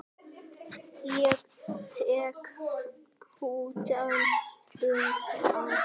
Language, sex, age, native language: Icelandic, male, 8, Icelandic